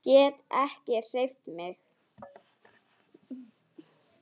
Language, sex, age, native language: Icelandic, female, 7, Icelandic